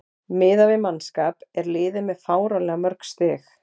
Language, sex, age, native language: Icelandic, female, 40-49, Icelandic